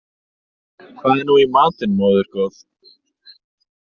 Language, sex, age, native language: Icelandic, male, 30-39, Icelandic